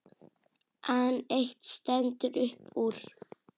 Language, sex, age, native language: Icelandic, female, 8, Icelandic